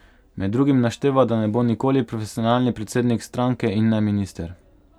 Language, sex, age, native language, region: Slovenian, male, 18-29, Slovenian, Pomurje region